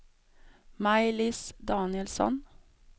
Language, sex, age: Swedish, female, 32